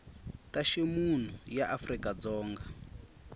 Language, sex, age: Tsonga, male, 24